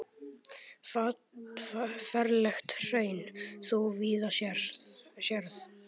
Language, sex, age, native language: Icelandic, male, 10, Icelandic